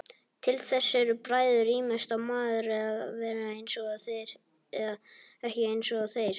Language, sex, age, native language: Icelandic, male, 18-19, Icelandic